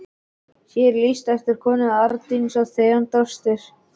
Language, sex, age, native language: Icelandic, male, 11, Icelandic